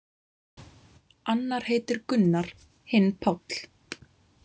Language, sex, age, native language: Icelandic, female, 20-29, Icelandic